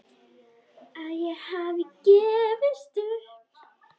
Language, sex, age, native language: Icelandic, female, 10, Icelandic